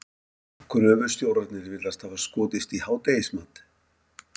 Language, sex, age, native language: Icelandic, male, 50-59, Icelandic